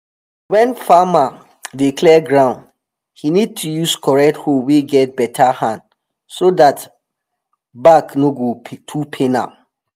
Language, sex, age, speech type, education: Nigerian Pidgin, male, 30-45, spontaneous, tertiary